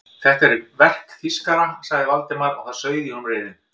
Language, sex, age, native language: Icelandic, male, 50-59, Icelandic